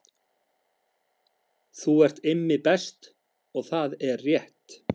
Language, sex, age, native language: Icelandic, male, 50-59, Icelandic